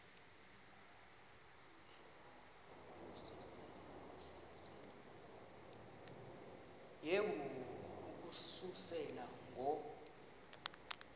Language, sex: Xhosa, female